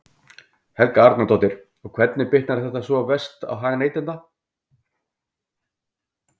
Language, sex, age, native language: Icelandic, male, 50-59, Icelandic